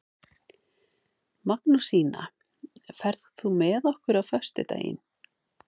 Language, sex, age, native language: Icelandic, female, 50-59, Icelandic